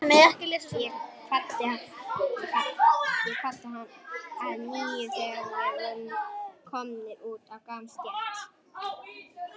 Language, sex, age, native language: Icelandic, male, 18-19, Icelandic